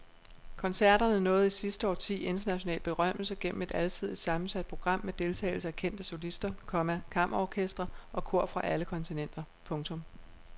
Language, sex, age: Danish, female, 36